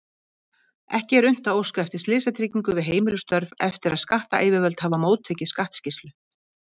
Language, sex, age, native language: Icelandic, female, 50-59, Icelandic